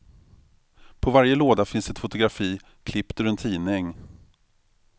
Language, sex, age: Swedish, male, 45